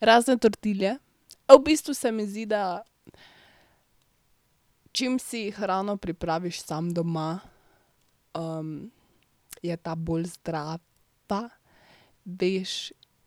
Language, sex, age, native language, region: Slovenian, female, 12-17, Slovenian, Drava region